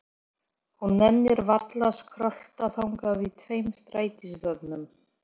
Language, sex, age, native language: Icelandic, female, 40-49, Polish